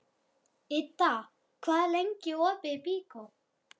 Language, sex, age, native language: Icelandic, female, 12, Icelandic